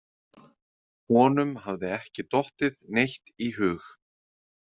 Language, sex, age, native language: Icelandic, male, 30-39, Icelandic